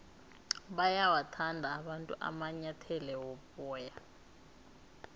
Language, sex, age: South Ndebele, female, 19